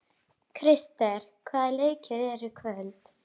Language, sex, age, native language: Icelandic, female, 12, Icelandic